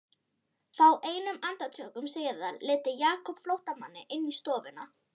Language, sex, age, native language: Icelandic, female, 13, Icelandic